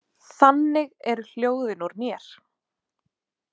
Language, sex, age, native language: Icelandic, female, 20-29, Icelandic